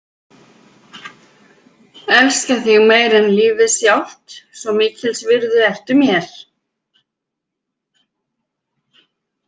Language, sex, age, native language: Icelandic, female, 50-59, Icelandic